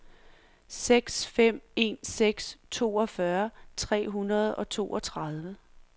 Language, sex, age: Danish, female, 46